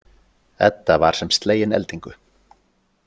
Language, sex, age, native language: Icelandic, male, 40-49, Icelandic